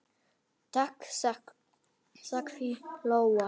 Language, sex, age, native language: Icelandic, male, 9, Icelandic